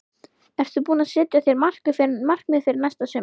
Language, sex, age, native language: Icelandic, female, 11, Icelandic